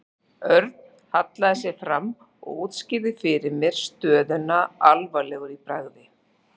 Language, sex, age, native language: Icelandic, female, 40-49, Icelandic